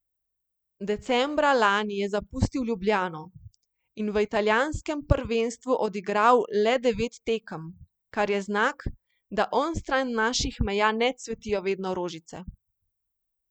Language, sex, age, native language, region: Slovenian, female, 30-49, Slovenian, Primorsko-notranjska region